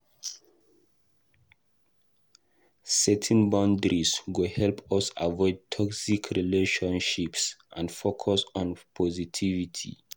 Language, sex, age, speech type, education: Nigerian Pidgin, male, 15-29, read, tertiary